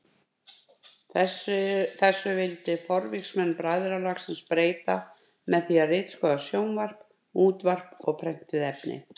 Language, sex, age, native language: Icelandic, female, 50-59, Icelandic